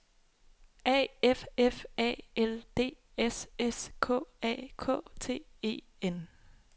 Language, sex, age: Danish, female, 26